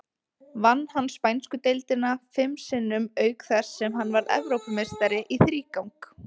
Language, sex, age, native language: Icelandic, female, 20-29, Icelandic